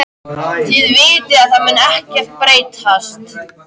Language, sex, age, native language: Icelandic, male, 13, Icelandic